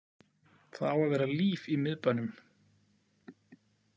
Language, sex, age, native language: Icelandic, male, 40-49, Icelandic